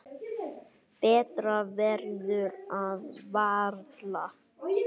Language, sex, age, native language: Icelandic, male, 9, Icelandic